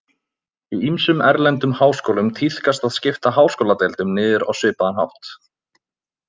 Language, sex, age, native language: Icelandic, male, 20-29, Icelandic